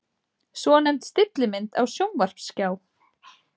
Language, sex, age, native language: Icelandic, female, 40-49, Icelandic